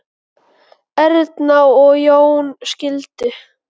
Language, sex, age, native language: Icelandic, male, 9, Icelandic